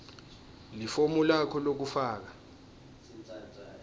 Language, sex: Swati, male